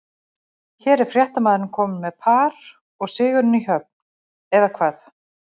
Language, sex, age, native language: Icelandic, female, 40-49, Icelandic